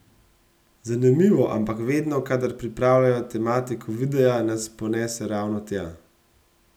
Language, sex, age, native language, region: Slovenian, male, 30-49, Slovenian, Gorenjska region